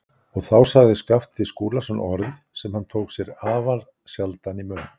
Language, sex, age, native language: Icelandic, male, 60-69, Icelandic